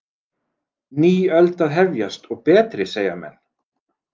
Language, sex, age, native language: Icelandic, male, 40-49, Icelandic